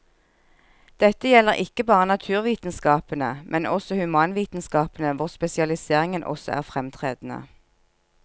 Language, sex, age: Norwegian, female, 46